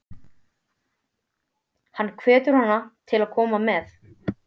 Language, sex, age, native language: Icelandic, male, 12, Icelandic